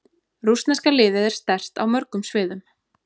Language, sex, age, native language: Icelandic, female, 20-29, Icelandic